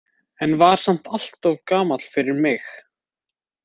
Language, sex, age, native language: Icelandic, male, 20-29, Icelandic